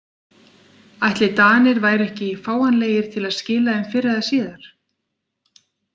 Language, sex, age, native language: Icelandic, female, 40-49, Icelandic